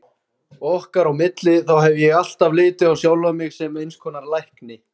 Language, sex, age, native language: Icelandic, male, 20-29, Icelandic